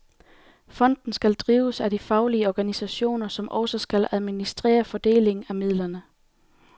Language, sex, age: Danish, female, 28